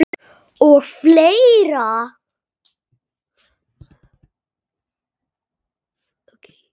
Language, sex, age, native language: Icelandic, male, 8, Icelandic